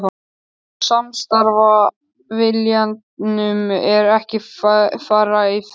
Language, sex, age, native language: Icelandic, male, 13, Icelandic